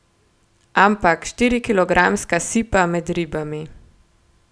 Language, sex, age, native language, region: Slovenian, female, 18-29, Slovenian, Gorenjska region